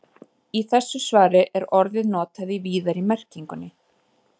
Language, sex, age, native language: Icelandic, female, 30-39, Icelandic